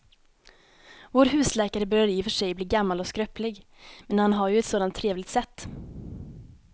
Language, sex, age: Swedish, female, 19